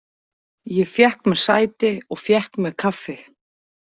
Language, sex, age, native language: Icelandic, female, 40-49, Icelandic